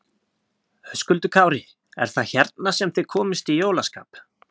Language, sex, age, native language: Icelandic, male, 20-29, Icelandic